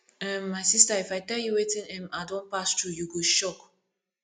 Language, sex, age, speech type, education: Nigerian Pidgin, female, 15-29, spontaneous, tertiary